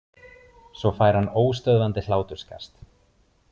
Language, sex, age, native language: Icelandic, male, 20-29, Icelandic